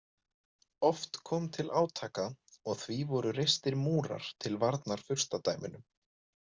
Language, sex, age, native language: Icelandic, male, 20-29, Icelandic